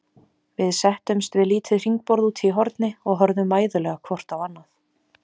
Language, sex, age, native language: Icelandic, female, 20-29, Icelandic